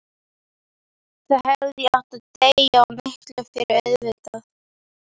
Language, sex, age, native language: Icelandic, female, 11, Icelandic